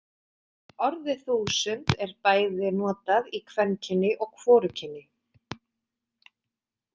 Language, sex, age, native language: Icelandic, female, 20-29, Icelandic